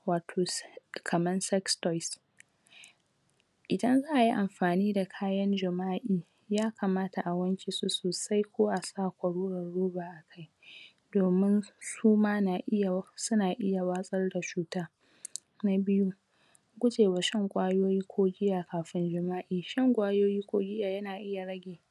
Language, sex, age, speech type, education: Hausa, female, 46-60, spontaneous, secondary